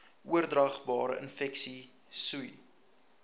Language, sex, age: Afrikaans, male, 19